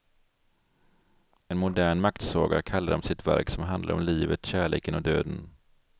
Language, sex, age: Swedish, male, 42